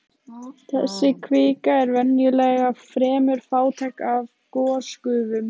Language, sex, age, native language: Icelandic, female, 15, Icelandic